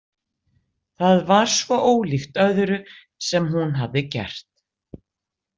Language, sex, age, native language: Icelandic, female, 60-69, Icelandic